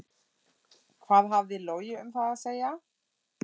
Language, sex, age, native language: Icelandic, female, 40-49, German